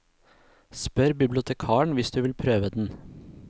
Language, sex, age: Norwegian, male, 26